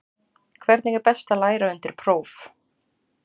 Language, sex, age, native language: Icelandic, female, 40-49, Icelandic